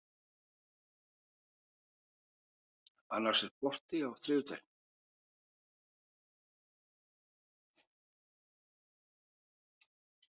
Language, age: Icelandic, 50-59